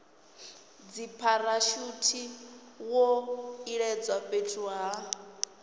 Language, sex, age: Venda, female, 18